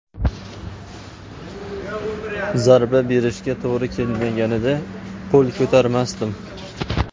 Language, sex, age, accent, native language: Uzbek, male, 25-34, Farg'ona, Uzbek